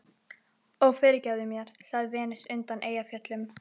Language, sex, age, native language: Icelandic, female, 11, Icelandic